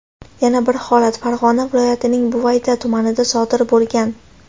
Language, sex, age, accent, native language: Uzbek, female, 18-24, Andijon, Uzbek